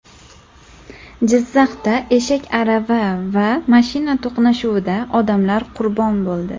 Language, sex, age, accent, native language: Uzbek, female, under 19, Farg'ona, Uzbek